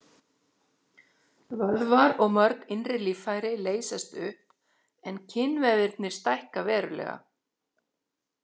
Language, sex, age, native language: Icelandic, female, 60-69, Icelandic